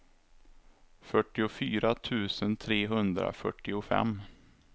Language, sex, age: Swedish, male, 27